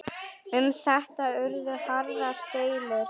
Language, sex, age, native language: Icelandic, female, 9, Icelandic